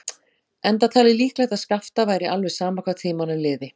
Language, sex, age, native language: Icelandic, female, 40-49, Icelandic